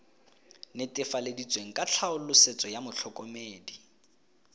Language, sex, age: Tswana, male, 20